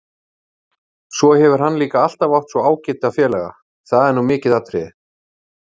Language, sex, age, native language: Icelandic, male, 30-39, Icelandic